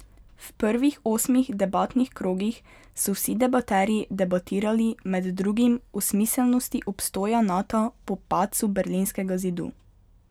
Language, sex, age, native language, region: Slovenian, female, 12-17, Slovenian, Pomurje region